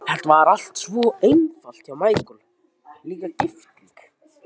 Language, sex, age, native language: Icelandic, male, 12, Icelandic